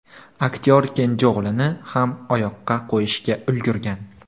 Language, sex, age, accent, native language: Uzbek, male, 18-24, Farg'ona, Uzbek